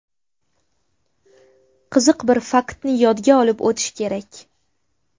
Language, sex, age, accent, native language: Uzbek, female, 19-29, Qashqadaryo, Uzbek